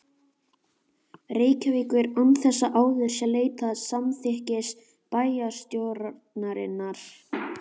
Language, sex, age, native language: Icelandic, male, 11, Icelandic